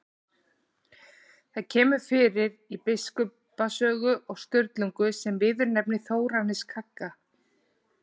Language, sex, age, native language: Icelandic, female, 40-49, Icelandic